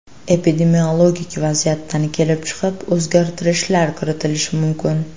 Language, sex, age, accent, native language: Uzbek, female, 18-24, Farg'ona, Uzbek